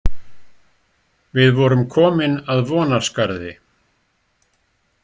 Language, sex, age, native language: Icelandic, male, 60-69, Icelandic